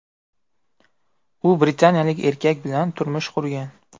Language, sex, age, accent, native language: Uzbek, male, 18-24, Buxoro, Uzbek